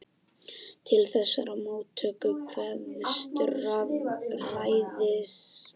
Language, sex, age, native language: Icelandic, male, 12, Icelandic